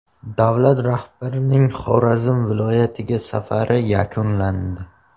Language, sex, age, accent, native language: Uzbek, male, 18-24, Farg'ona, Tajik